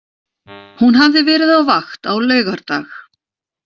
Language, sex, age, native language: Icelandic, female, 40-49, Icelandic